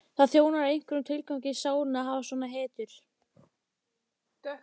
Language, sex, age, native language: Icelandic, female, 15, Icelandic